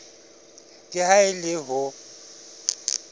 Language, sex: Southern Sotho, male